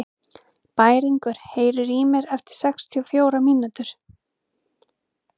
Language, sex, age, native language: Icelandic, female, 30-39, Icelandic